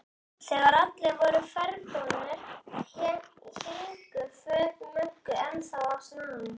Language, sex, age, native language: Icelandic, male, 11, Icelandic